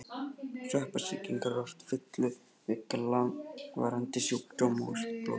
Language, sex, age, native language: Icelandic, male, 11, Icelandic